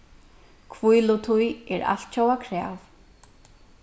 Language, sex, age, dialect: Faroese, female, 36-60, Suðurstreymoy